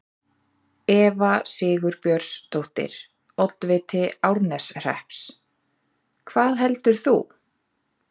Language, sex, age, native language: Icelandic, female, 30-39, Icelandic